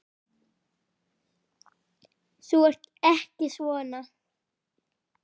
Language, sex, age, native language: Icelandic, female, 9, Icelandic